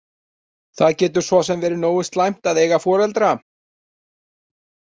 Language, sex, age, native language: Icelandic, male, 40-49, Icelandic